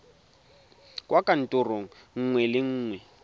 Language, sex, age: Tswana, male, 22